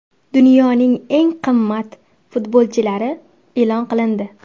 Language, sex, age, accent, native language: Uzbek, female, 18-24, Andijon, Uzbek